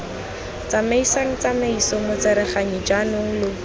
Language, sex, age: Tswana, female, 19